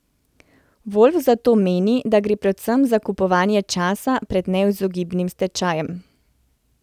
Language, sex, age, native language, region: Slovenian, female, 30-49, Slovenian, Central Slovenia